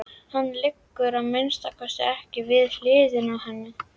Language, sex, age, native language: Icelandic, female, 11, Icelandic